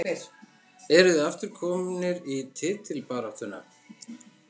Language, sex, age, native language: Icelandic, male, 50-59, Icelandic